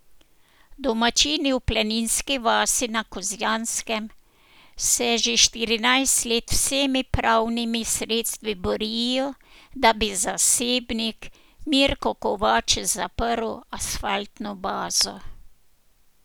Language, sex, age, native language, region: Slovenian, female, 60+, Slovenian, Posavska region